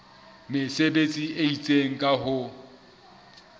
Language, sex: Southern Sotho, male